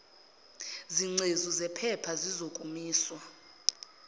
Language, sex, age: Zulu, female, 25